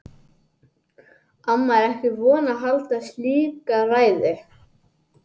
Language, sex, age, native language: Icelandic, male, 80-89, English